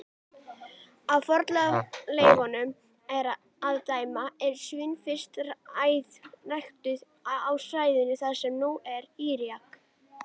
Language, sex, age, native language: Icelandic, female, 40-49, Icelandic